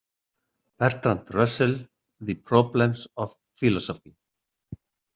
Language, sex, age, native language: Icelandic, male, 60-69, Icelandic